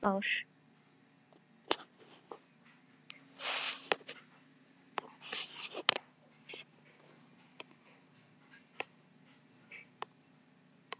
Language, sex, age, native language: Icelandic, female, 10, Filipino